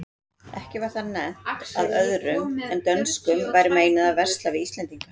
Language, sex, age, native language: Icelandic, female, 40-49, Icelandic